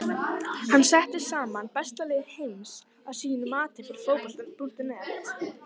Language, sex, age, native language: Icelandic, female, 18-19, Icelandic